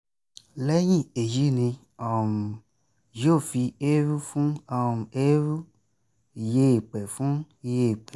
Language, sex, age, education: Yoruba, male, 15-29, tertiary